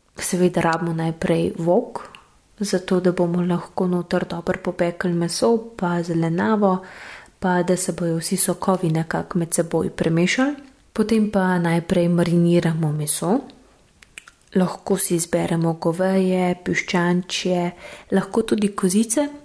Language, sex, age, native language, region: Slovenian, female, 18-29, Slovenian, Gorenjska region